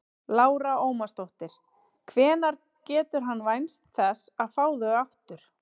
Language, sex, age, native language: Icelandic, female, 30-39, Icelandic